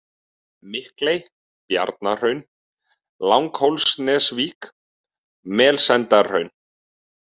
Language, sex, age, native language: Icelandic, male, 30-39, Icelandic